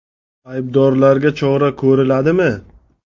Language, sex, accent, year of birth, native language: Uzbek, male, Qashqadaryo, 1995, Uzbek